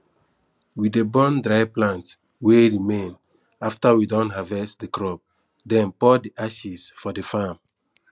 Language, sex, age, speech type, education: Nigerian Pidgin, male, 15-29, spontaneous, tertiary